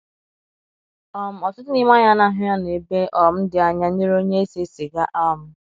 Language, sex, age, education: Igbo, female, 15-29, secondary